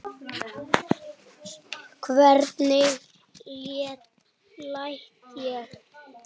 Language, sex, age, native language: Icelandic, male, 7, Icelandic